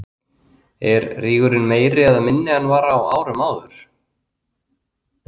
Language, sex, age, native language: Icelandic, male, 30-39, Icelandic